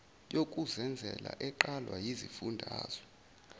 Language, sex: Zulu, male